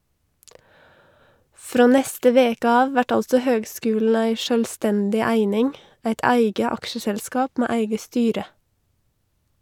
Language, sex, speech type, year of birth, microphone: Norwegian, female, read, 1982, Shure